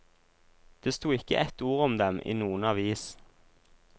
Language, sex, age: Norwegian, male, 26